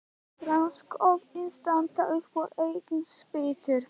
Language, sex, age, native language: Icelandic, male, 11, Icelandic